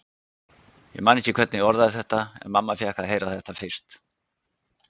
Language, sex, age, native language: Icelandic, male, 60-69, Icelandic